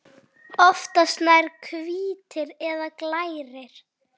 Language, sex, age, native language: Icelandic, female, 9, Icelandic